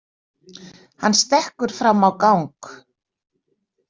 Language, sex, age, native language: Icelandic, female, 60-69, Icelandic